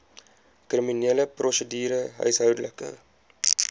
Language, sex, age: Afrikaans, male, 20